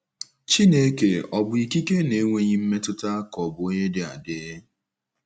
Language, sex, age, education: Igbo, male, 15-29, secondary